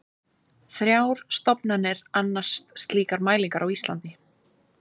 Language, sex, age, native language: Icelandic, female, 30-39, Icelandic